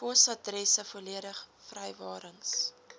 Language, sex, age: Afrikaans, female, 19